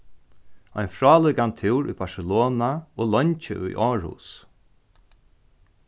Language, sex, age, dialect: Faroese, male, 36-60, Norðurstreymoy/Eysturoy